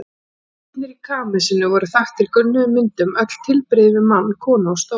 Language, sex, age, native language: Icelandic, female, 40-49, Icelandic